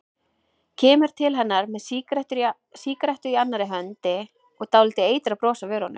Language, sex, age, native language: Icelandic, female, 20-29, Icelandic